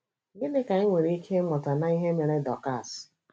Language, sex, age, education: Igbo, female, 30-45, tertiary